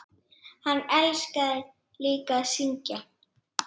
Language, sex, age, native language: Icelandic, female, 8, Icelandic